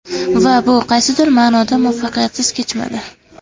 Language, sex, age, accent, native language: Uzbek, female, 12-17, Andijon, Uzbek